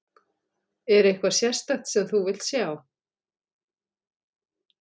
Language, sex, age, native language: Icelandic, female, 40-49, Icelandic